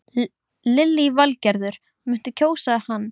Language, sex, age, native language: Icelandic, female, 12, Icelandic